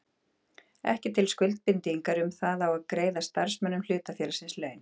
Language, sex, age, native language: Icelandic, female, 40-49, Icelandic